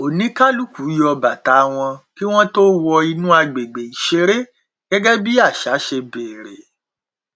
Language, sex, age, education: Yoruba, male, 46-60, tertiary